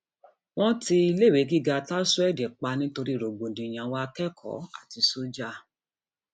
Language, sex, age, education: Yoruba, female, 46-60, tertiary